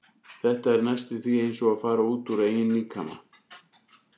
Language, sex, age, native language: Icelandic, male, 40-49, Icelandic